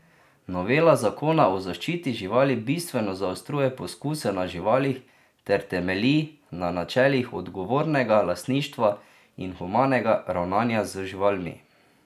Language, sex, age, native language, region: Slovenian, male, 30-49, Slovenian, Drava region